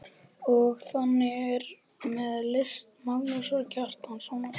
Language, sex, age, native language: Icelandic, male, 11, Icelandic